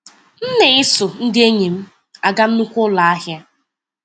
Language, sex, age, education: Igbo, female, 15-29, tertiary